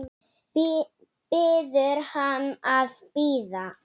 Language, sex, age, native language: Icelandic, female, 7, Icelandic